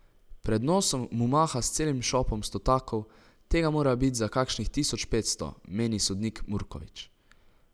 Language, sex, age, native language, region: Slovenian, male, 18-29, Slovenian, Savinja region